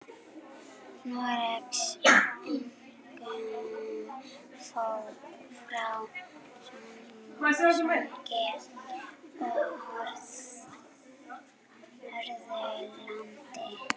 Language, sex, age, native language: Icelandic, female, 11, Icelandic